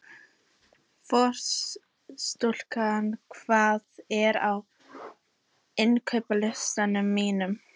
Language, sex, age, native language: Icelandic, female, 14, Icelandic